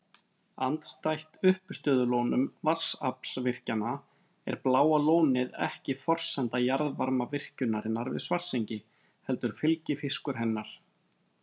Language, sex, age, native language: Icelandic, male, 30-39, Icelandic